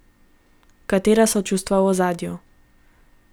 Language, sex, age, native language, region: Slovenian, female, 18-29, Slovenian, Gorenjska region